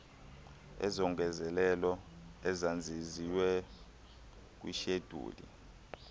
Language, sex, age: Xhosa, male, 23